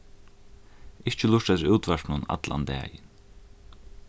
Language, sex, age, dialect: Faroese, male, 15-35, Norðuroyggjar